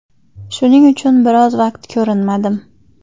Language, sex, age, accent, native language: Uzbek, female, 25-34, Xorazm, Uzbek